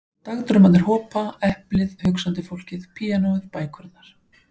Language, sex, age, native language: Icelandic, male, 15, Icelandic